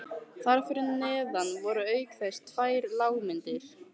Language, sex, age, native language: Icelandic, female, 15, Icelandic